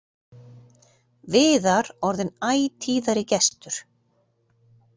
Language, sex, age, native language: Icelandic, female, 40-49, Icelandic